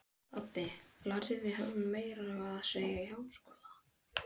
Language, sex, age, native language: Icelandic, male, 11, Icelandic